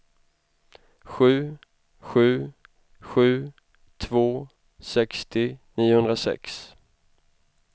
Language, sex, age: Swedish, male, 25